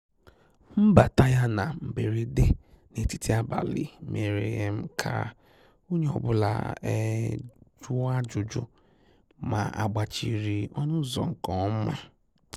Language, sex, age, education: Igbo, male, 15-29, tertiary